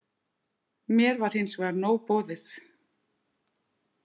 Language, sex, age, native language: Icelandic, female, 50-59, Icelandic